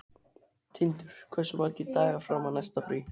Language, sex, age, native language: Icelandic, male, 12, Icelandic